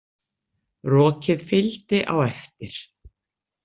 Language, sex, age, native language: Icelandic, female, 60-69, Icelandic